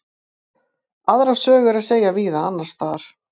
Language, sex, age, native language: Icelandic, female, 50-59, Icelandic